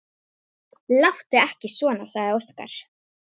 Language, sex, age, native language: Icelandic, female, 10, Icelandic